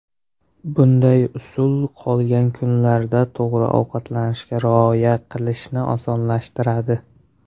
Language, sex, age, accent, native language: Uzbek, male, under 19, Toshkent shahri, Uzbek